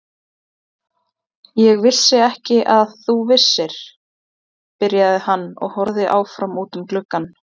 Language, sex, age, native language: Icelandic, female, 20-29, Icelandic